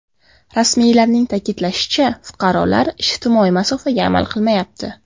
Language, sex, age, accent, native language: Uzbek, female, 18-24, Qashqadaryo, Uzbek